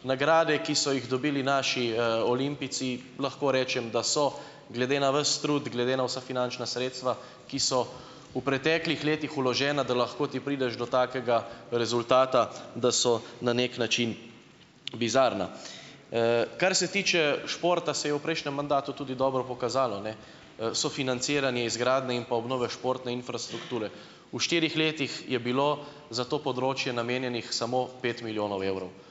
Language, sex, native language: Slovenian, male, Slovenian